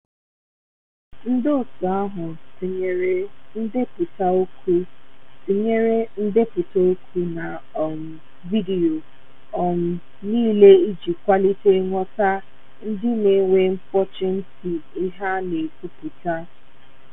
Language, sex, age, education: Igbo, female, 15-29, tertiary